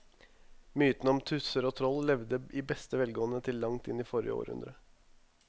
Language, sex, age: Norwegian, male, 21